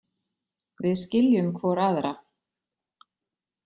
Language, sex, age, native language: Icelandic, female, 40-49, Icelandic